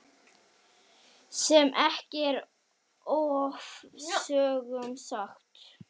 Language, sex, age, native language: Icelandic, male, 9, Icelandic